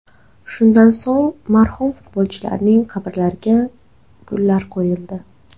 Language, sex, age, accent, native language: Uzbek, female, 18-24, Xorazm, Uzbek